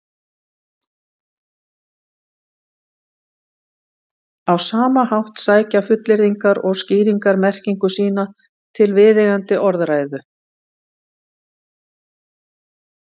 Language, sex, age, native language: Icelandic, female, 50-59, Icelandic